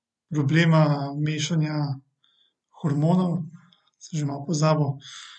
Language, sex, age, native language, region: Slovenian, male, 18-29, Slovenian, Central Slovenia